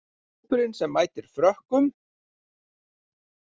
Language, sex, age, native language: Icelandic, male, 40-49, Icelandic